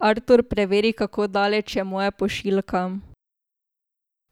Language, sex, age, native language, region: Slovenian, female, 18-29, Slovenian, Drava region